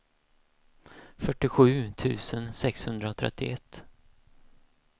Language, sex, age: Swedish, male, 31